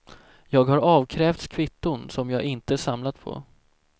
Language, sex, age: Swedish, male, 17